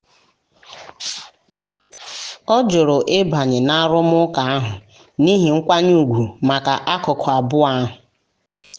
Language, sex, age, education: Igbo, female, 15-29, tertiary